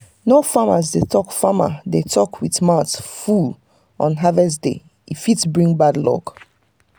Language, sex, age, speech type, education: Nigerian Pidgin, female, 30-45, spontaneous, tertiary